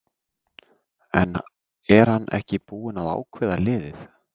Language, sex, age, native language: Icelandic, male, 30-39, Icelandic